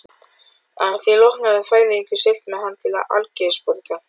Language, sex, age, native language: Icelandic, male, 12, Icelandic